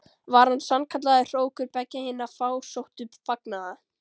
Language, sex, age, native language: Icelandic, female, 13, Icelandic